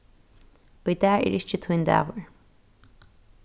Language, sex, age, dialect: Faroese, female, 15-35, Norðurstreymoy/Eysturoy